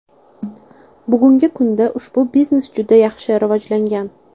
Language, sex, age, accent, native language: Uzbek, female, 18-24, Toshkent shahri, Uzbek